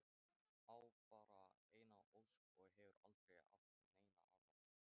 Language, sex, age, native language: Icelandic, male, 13, Thai